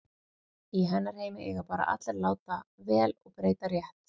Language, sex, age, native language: Icelandic, female, 40-49, Icelandic